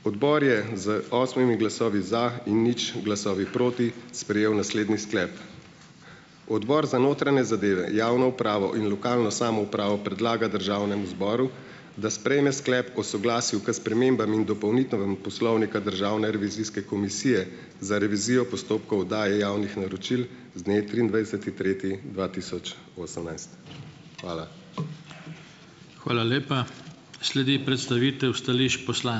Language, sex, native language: Slovenian, male, Slovenian